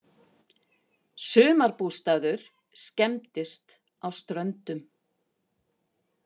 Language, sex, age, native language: Icelandic, female, 50-59, Icelandic